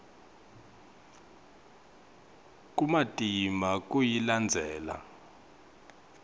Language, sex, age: Swati, male, 25